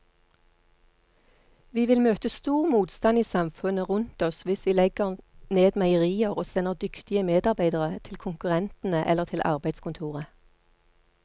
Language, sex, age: Norwegian, female, 48